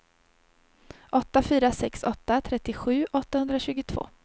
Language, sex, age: Swedish, female, 30